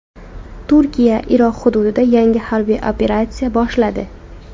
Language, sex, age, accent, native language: Uzbek, female, 18-24, Farg'ona, Uzbek